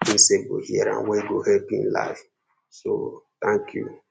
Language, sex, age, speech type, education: Nigerian Pidgin, male, 15-29, spontaneous, secondary